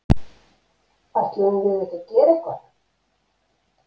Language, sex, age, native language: Icelandic, female, 50-59, Icelandic